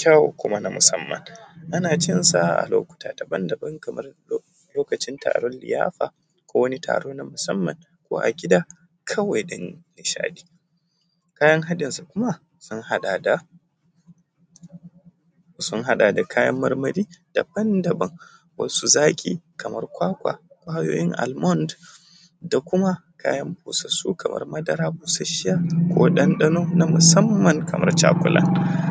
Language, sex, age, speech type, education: Hausa, male, 15-29, spontaneous, tertiary